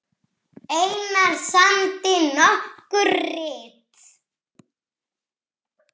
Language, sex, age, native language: Icelandic, female, 6, Icelandic